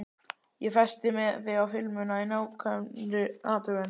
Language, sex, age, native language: Icelandic, male, 12, Icelandic